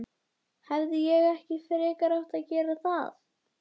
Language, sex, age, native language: Icelandic, female, 12, Icelandic